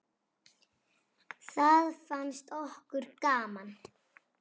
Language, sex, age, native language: Icelandic, female, 6, Icelandic